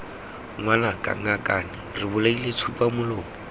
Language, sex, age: Tswana, male, 18